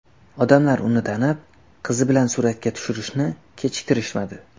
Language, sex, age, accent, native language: Uzbek, male, under 19, Xorazm, Uzbek